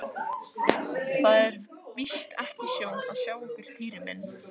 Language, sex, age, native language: Icelandic, female, 15, Icelandic